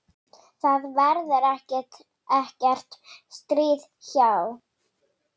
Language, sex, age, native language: Icelandic, female, 7, Icelandic